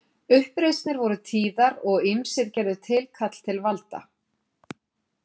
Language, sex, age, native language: Icelandic, female, 50-59, Icelandic